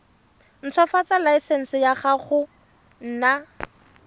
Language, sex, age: Tswana, female, 31